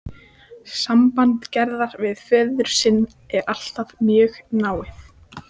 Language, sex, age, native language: Icelandic, female, 14, Icelandic